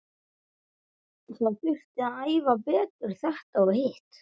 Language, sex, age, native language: Icelandic, male, 11, Icelandic